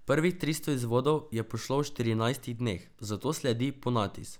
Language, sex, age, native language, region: Slovenian, male, 12-17, Slovenian, Drava region